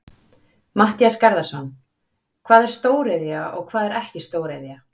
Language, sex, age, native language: Icelandic, female, 30-39, Icelandic